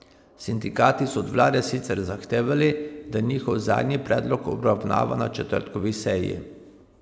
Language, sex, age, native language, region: Slovenian, male, 30-49, Slovenian, Pomurje region